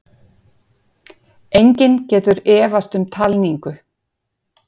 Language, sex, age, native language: Icelandic, female, 50-59, Icelandic